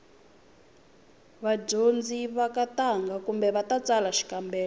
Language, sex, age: Tsonga, female, 20